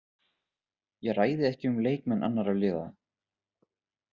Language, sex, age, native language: Icelandic, male, 20-29, Icelandic